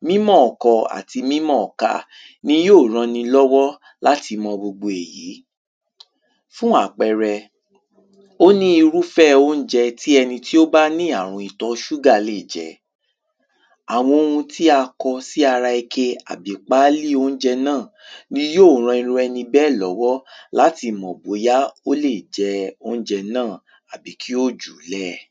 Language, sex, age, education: Yoruba, male, 15-29, tertiary